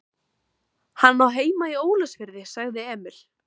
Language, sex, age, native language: Icelandic, female, 13, Icelandic